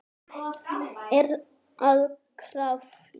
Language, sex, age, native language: Icelandic, male, 9, Icelandic